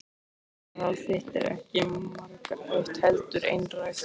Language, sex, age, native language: Icelandic, male, 13, Icelandic